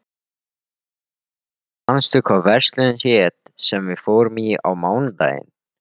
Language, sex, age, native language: Icelandic, male, 13, Icelandic